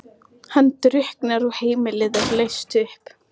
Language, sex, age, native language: Icelandic, male, 14, Icelandic